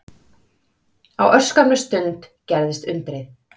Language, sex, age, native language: Icelandic, female, 30-39, Icelandic